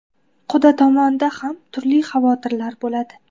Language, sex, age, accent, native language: Uzbek, female, 18-24, Qashqadaryo, Uzbek